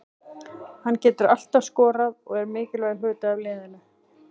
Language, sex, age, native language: Icelandic, female, 40-49, Icelandic